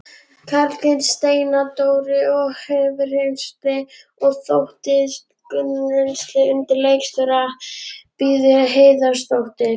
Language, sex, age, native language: Icelandic, female, 11, Icelandic